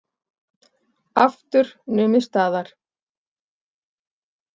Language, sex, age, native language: Icelandic, female, 40-49, Icelandic